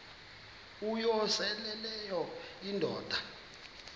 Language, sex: Xhosa, male